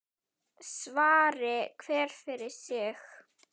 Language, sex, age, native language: Icelandic, female, 9, Icelandic